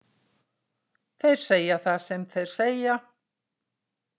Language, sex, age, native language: Icelandic, female, 60-69, Icelandic